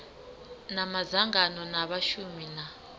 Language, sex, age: Venda, female, 25